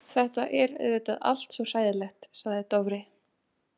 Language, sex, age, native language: Icelandic, female, 18-19, Icelandic